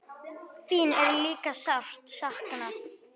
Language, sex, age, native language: Icelandic, female, 9, Icelandic